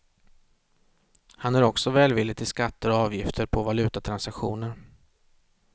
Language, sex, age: Swedish, male, 36